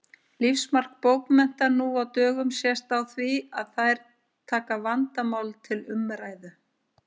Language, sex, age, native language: Icelandic, female, 50-59, Icelandic